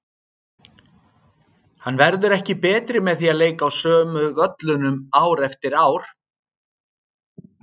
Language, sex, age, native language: Icelandic, male, 60-69, Icelandic